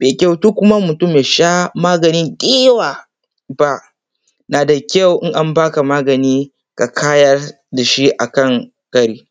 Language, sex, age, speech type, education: Hausa, male, 15-29, spontaneous, tertiary